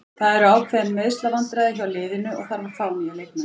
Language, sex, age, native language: Icelandic, female, 40-49, Icelandic